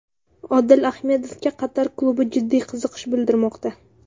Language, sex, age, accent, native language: Uzbek, female, under 19, Samarqand, Uzbek